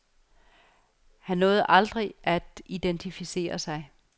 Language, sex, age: Danish, female, 49